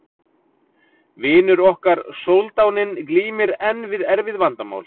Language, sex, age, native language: Icelandic, male, 40-49, Icelandic